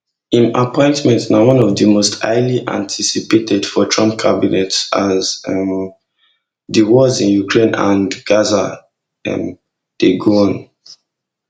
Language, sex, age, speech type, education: Nigerian Pidgin, male, 15-29, spontaneous, tertiary